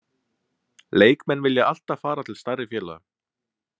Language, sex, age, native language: Icelandic, male, 20-29, Icelandic